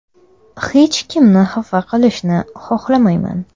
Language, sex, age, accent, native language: Uzbek, female, under 19, Toshkent shahri, Uzbek